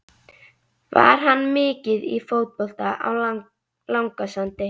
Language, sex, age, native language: Icelandic, female, 11, Icelandic